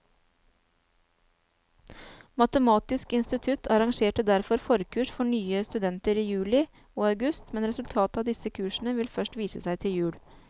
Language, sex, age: Norwegian, female, 29